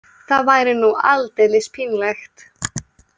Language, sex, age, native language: Icelandic, female, 18-19, Icelandic